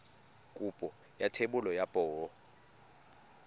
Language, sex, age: Tswana, male, 19